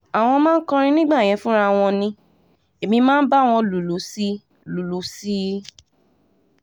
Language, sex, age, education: Yoruba, female, 15-29, tertiary